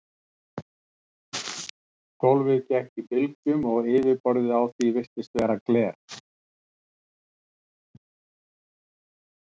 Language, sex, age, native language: Icelandic, male, 60-69, Icelandic